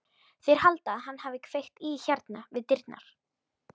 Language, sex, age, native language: Icelandic, female, 13, Icelandic